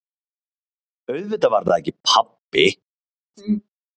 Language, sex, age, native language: Icelandic, male, 30-39, Icelandic